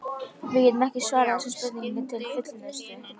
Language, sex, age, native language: Icelandic, female, 12, Icelandic